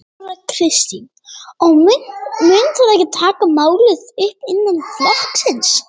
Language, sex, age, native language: Icelandic, female, 18-19, Icelandic